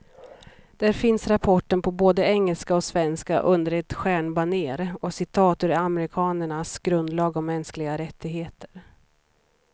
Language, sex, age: Swedish, female, 39